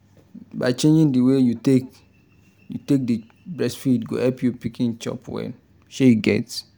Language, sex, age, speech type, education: Nigerian Pidgin, male, 15-29, spontaneous, tertiary